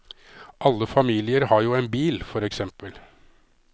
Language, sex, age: Norwegian, male, 53